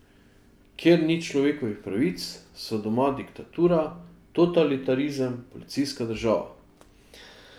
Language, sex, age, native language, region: Slovenian, male, 50-59, Slovenian, Drava region